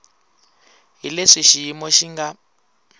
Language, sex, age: Tsonga, male, 20